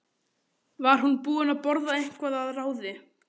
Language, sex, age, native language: Icelandic, male, 12, Icelandic